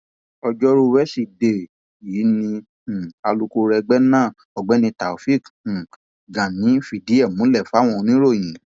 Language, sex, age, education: Yoruba, male, 15-29, tertiary